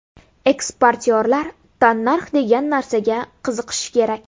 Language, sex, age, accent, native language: Uzbek, female, 18-24, Buxoro, Uzbek